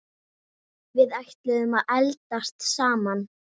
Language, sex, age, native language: Icelandic, female, 8, Icelandic